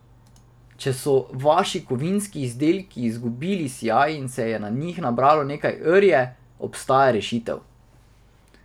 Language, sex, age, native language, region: Slovenian, male, 18-29, Slovenian, Drava region